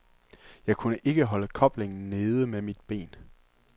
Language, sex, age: Danish, male, 24